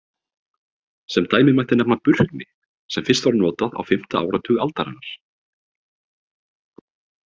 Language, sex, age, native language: Icelandic, male, 30-39, Icelandic